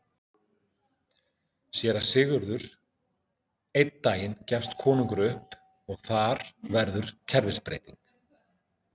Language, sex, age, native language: Icelandic, male, 40-49, Icelandic